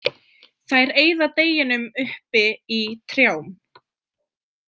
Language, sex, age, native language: Icelandic, female, 20-29, Icelandic